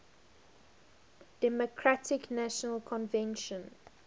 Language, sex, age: English, female, 20